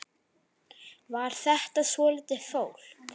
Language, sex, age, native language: Icelandic, male, 9, Icelandic